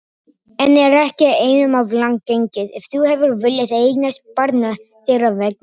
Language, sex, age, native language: Icelandic, other, 18-19, Icelandic